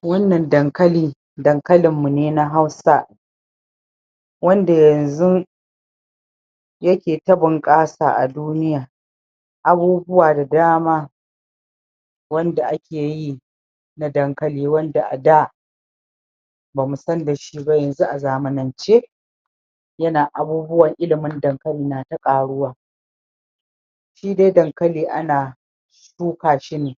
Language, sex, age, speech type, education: Hausa, female, 60+, spontaneous, secondary